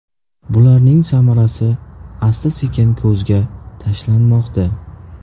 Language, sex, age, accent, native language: Uzbek, male, 18-24, Qashqadaryo, Uzbek